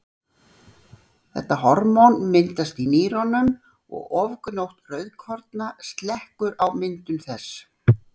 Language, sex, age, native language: Icelandic, female, 60-69, Icelandic